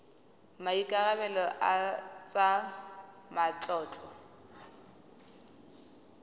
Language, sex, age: Tswana, female, 20